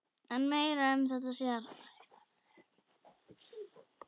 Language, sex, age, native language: Icelandic, other, 10, Icelandic